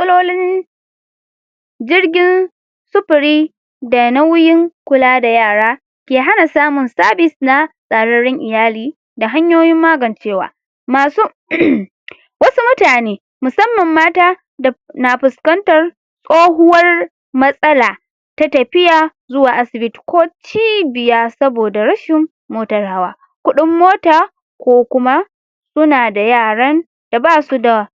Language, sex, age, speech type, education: Hausa, female, 46-60, spontaneous, secondary